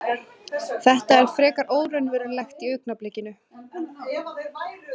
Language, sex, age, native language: Icelandic, female, 20-29, Icelandic